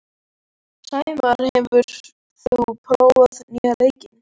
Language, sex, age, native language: Icelandic, male, 14, Icelandic